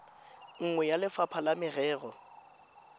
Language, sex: Tswana, female